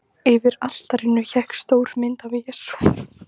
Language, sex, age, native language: Icelandic, female, 15, Icelandic